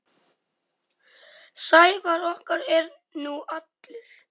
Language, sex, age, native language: Icelandic, male, 10, Icelandic